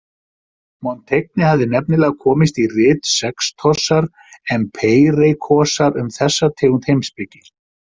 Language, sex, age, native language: Icelandic, male, 50-59, Icelandic